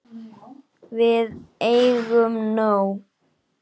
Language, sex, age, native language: Icelandic, male, 9, Icelandic